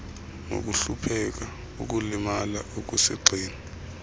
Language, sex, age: Xhosa, male, 33